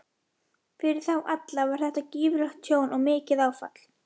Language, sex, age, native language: Icelandic, female, 11, Icelandic